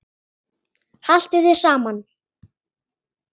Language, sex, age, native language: Icelandic, female, 10, Icelandic